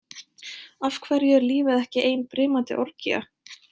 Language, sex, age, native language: Icelandic, female, 20-29, Icelandic